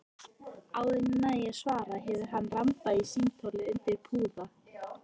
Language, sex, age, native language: Icelandic, female, 18-19, Icelandic